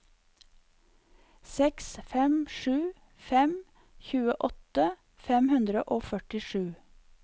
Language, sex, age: Norwegian, female, 54